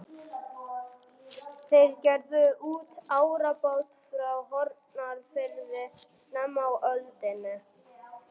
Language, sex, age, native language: Icelandic, male, 40-49, German